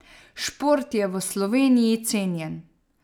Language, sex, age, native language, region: Slovenian, female, 30-49, Slovenian, Savinja region